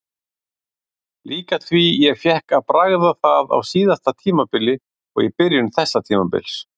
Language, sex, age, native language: Icelandic, male, 40-49, Icelandic